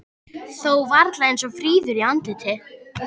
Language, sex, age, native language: Icelandic, female, 13, Icelandic